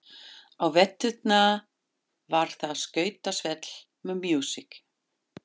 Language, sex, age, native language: Icelandic, female, 50-59, German